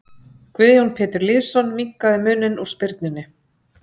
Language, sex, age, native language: Icelandic, female, 40-49, Icelandic